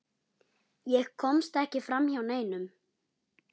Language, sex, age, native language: Icelandic, male, 9, Icelandic